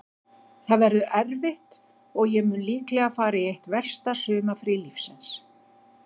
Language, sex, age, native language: Icelandic, female, 50-59, Icelandic